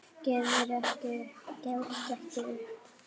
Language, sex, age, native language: Icelandic, female, 8, Icelandic